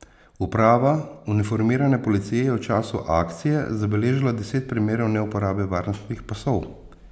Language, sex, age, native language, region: Slovenian, male, 50-59, Slovenian, Posavska region